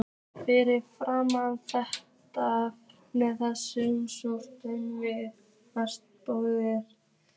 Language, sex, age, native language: Icelandic, female, 15, Icelandic